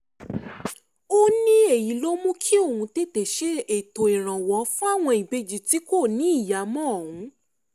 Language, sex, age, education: Yoruba, female, 15-29, tertiary